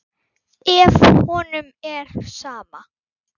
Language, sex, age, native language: Icelandic, female, 9, Icelandic